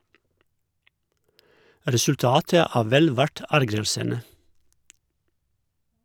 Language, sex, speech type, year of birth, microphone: Norwegian, male, read, 1971, Shure